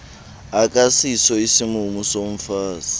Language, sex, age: Xhosa, male, 20